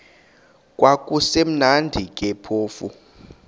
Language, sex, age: Xhosa, male, 31